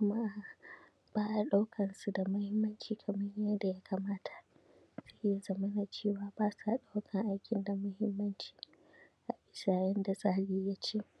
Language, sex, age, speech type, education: Hausa, female, 15-29, spontaneous, secondary